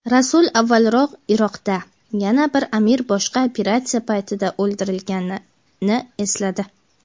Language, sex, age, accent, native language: Uzbek, female, 18-24, Jizzax, Uzbek